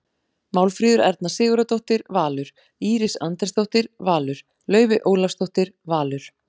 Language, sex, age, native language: Icelandic, female, 40-49, Icelandic